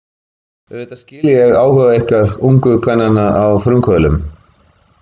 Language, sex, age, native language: Icelandic, male, 50-59, Icelandic